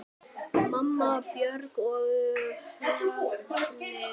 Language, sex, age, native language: Icelandic, male, 8, Icelandic